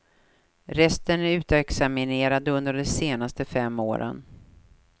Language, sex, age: Swedish, female, 43